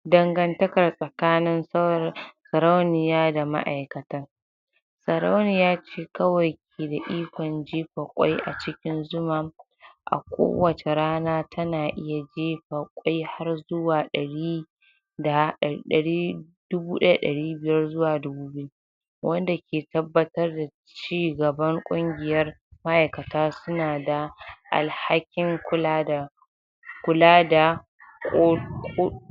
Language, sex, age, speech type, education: Hausa, female, 46-60, spontaneous, tertiary